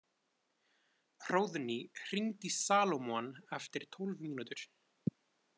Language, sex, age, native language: Icelandic, male, 20-29, Icelandic